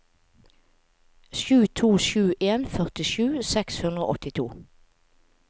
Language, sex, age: Norwegian, female, 45